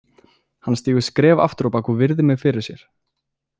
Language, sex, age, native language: Icelandic, male, 20-29, Icelandic